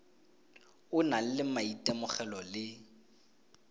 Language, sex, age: Tswana, male, 20